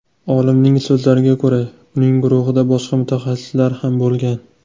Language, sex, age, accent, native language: Uzbek, male, 19-29, Toshkent shahri, Uzbek